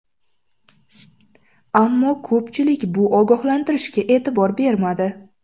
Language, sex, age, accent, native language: Uzbek, female, 18-24, Samarqand, Uzbek